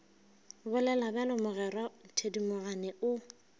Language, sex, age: Northern Sotho, female, 22